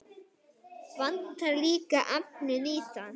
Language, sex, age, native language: Icelandic, male, 9, Icelandic